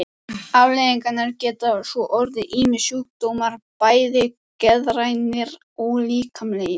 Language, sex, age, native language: Icelandic, female, 14, Icelandic